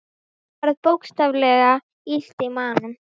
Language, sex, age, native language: Icelandic, female, 12, Icelandic